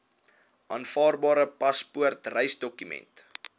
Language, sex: Afrikaans, male